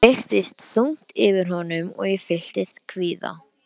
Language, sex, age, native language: Icelandic, male, 11, Icelandic